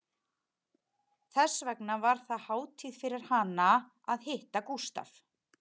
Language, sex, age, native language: Icelandic, female, 30-39, Icelandic